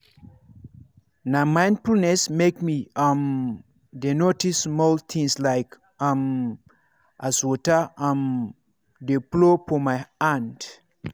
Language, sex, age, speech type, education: Nigerian Pidgin, male, 30-45, spontaneous, tertiary